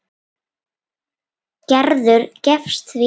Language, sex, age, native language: Icelandic, female, 8, Icelandic